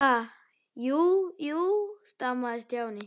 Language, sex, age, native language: Icelandic, male, 10, Icelandic